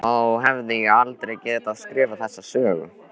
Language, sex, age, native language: Icelandic, male, 13, Icelandic